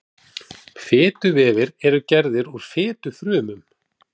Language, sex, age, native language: Icelandic, male, 40-49, Icelandic